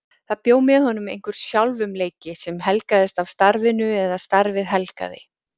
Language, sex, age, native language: Icelandic, female, 40-49, Icelandic